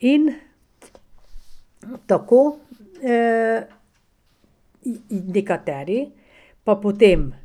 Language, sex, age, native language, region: Slovenian, female, 60+, Slovenian, Pomurje region